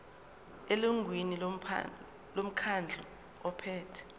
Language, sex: Zulu, female